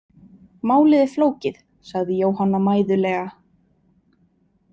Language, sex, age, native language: Icelandic, female, 20-29, Icelandic